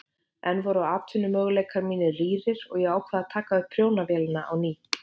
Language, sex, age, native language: Icelandic, female, 50-59, Icelandic